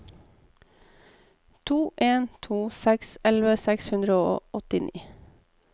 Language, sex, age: Norwegian, female, 29